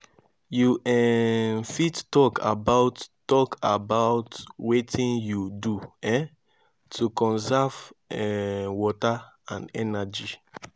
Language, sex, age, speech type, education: Nigerian Pidgin, male, 15-29, spontaneous, tertiary